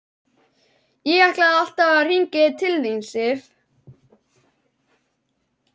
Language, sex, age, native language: Icelandic, male, 11, Icelandic